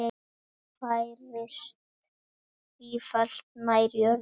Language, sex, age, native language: Icelandic, male, 8, Icelandic